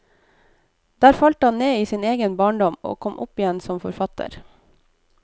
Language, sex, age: Norwegian, female, 29